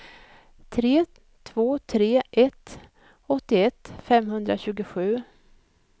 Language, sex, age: Swedish, female, 56